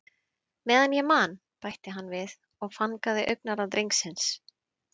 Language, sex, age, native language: Icelandic, female, 30-39, Icelandic